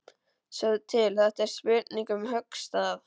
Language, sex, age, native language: Icelandic, male, 12, Icelandic